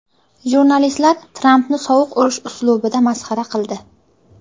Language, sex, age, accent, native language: Uzbek, female, 18-24, Qashqadaryo, Uzbek